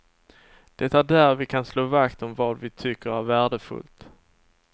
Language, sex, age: Swedish, male, 27